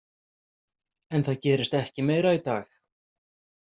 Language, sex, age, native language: Icelandic, male, 50-59, Icelandic